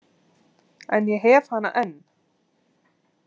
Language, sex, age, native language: Icelandic, female, 30-39, Icelandic